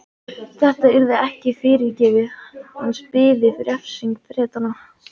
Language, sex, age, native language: Icelandic, male, 14, Icelandic